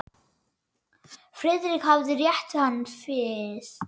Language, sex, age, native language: Icelandic, male, 9, Icelandic